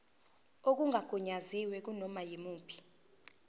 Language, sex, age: Zulu, female, 19